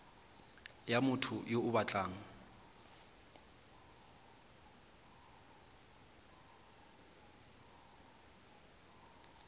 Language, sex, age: Tswana, male, 23